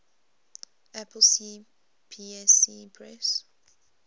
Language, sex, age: English, female, 20